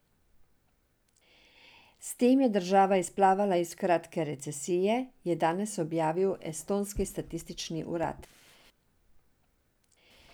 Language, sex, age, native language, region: Slovenian, female, 60+, Serbian, Drava region